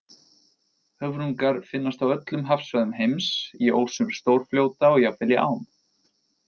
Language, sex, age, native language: Icelandic, male, 20-29, Icelandic